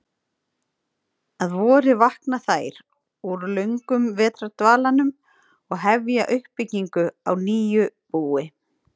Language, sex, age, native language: Icelandic, female, 30-39, Icelandic